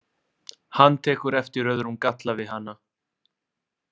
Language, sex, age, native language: Icelandic, male, 20-29, Italian